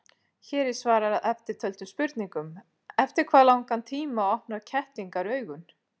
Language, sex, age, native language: Icelandic, female, 40-49, Icelandic